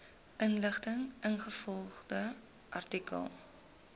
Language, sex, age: Afrikaans, female, 20